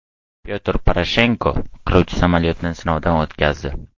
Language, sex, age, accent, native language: Uzbek, male, 12-17, Toshkent viloyati, Uzbek